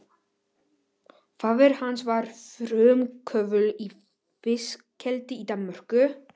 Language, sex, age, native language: Icelandic, male, 11, Polish